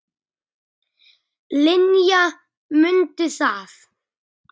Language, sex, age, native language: Icelandic, male, 8, Icelandic